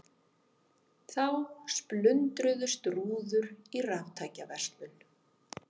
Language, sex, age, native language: Icelandic, female, 50-59, Icelandic